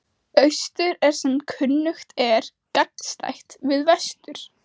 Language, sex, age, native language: Icelandic, female, 18-19, Icelandic